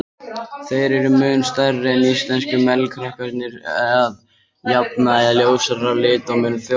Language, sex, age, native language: Icelandic, male, 20-29, Icelandic